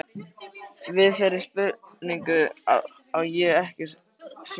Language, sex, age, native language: Icelandic, male, 13, Icelandic